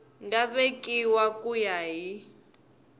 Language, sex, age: Tsonga, female, 20